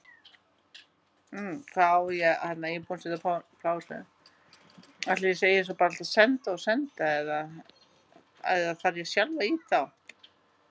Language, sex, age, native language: Icelandic, female, 50-59, Icelandic